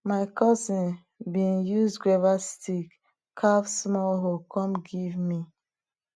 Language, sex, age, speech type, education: Nigerian Pidgin, female, 30-45, spontaneous, tertiary